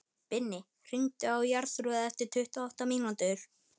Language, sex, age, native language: Icelandic, male, 18-19, Icelandic